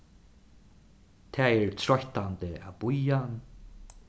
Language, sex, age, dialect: Faroese, male, 36-60, Suðuroy